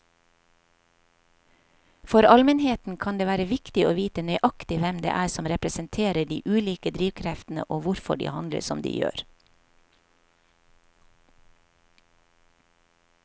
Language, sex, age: Norwegian, female, 50